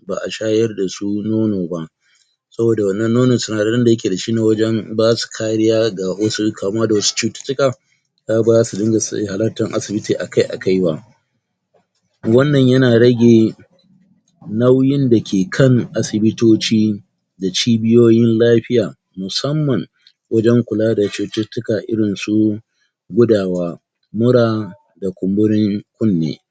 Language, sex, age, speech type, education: Hausa, male, 46-60, spontaneous, tertiary